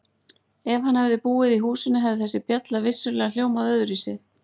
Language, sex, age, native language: Icelandic, female, 40-49, Icelandic